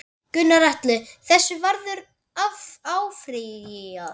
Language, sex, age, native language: Icelandic, male, 10, Icelandic